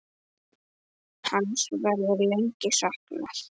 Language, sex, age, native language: Icelandic, male, 10, Icelandic